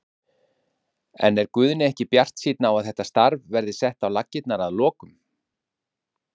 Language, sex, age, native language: Icelandic, male, 50-59, Icelandic